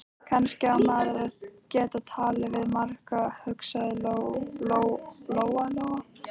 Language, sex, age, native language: Icelandic, other, 13, Icelandic